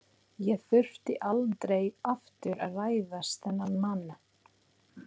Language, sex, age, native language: Icelandic, female, 30-39, Filipino